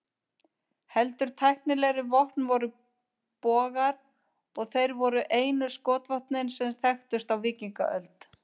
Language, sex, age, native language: Icelandic, female, 50-59, Icelandic